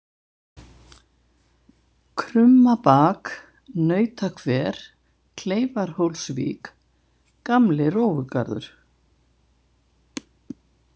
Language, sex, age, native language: Icelandic, female, 70-79, Icelandic